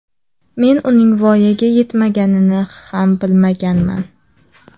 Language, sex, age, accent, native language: Uzbek, female, 18-24, Samarqand, Uzbek